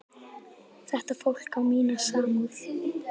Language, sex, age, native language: Icelandic, female, 10, Icelandic